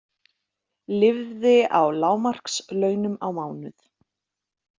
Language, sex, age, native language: Icelandic, female, 30-39, Icelandic